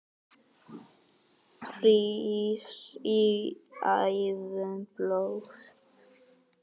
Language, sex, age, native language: Icelandic, female, 9, Icelandic